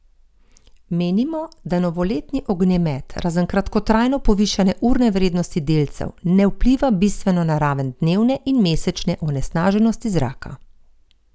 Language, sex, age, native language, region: Slovenian, female, 50-59, Slovenian, Gorenjska region